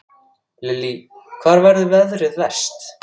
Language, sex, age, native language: Icelandic, male, 6, Icelandic